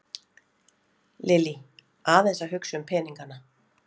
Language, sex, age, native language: Icelandic, female, 40-49, Icelandic